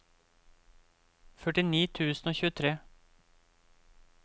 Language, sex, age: Norwegian, male, 28